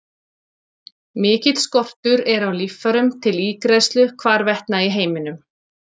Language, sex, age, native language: Icelandic, male, 40-49, Icelandic